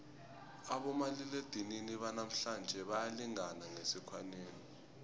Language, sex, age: South Ndebele, male, 20